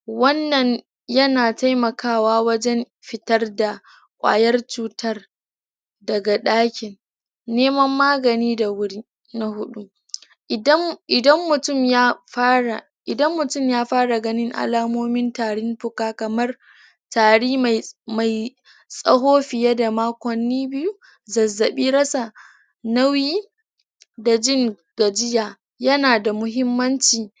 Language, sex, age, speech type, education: Hausa, female, 30-45, spontaneous, tertiary